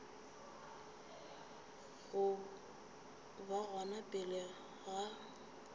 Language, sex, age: Northern Sotho, female, 27